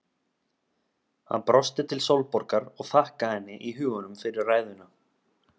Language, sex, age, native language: Icelandic, male, 30-39, Icelandic